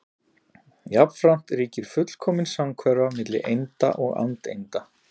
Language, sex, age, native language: Icelandic, male, 40-49, Icelandic